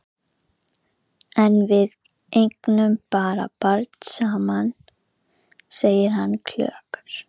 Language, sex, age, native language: Icelandic, female, 11, Icelandic